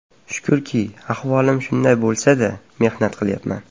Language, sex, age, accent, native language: Uzbek, male, 12-17, Farg'ona, Uzbek